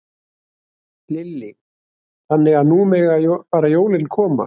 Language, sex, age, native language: Icelandic, male, 60-69, Icelandic